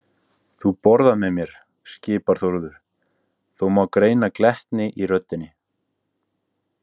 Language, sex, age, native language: Icelandic, male, 18-19, Icelandic